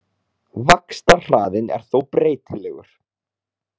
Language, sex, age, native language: Icelandic, male, 30-39, Icelandic